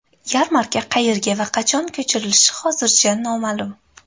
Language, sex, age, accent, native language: Uzbek, female, 18-24, Andijon, Uzbek